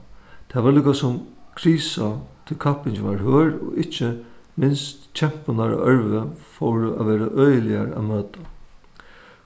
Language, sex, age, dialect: Faroese, male, 61+, Suðuroy